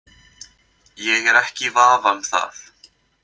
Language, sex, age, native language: Icelandic, male, 20-29, Icelandic